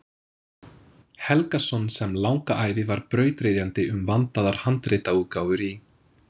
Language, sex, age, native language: Icelandic, male, 20-29, English